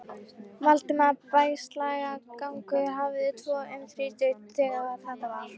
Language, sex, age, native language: Icelandic, female, 13, Icelandic